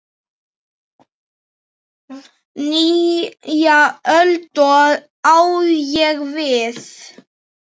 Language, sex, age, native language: Icelandic, male, 9, Icelandic